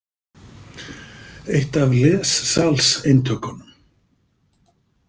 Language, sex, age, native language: Icelandic, male, 50-59, Icelandic